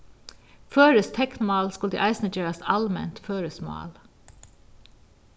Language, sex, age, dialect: Faroese, female, 36-60, Vágar